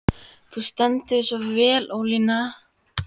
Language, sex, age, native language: Icelandic, female, 14, Icelandic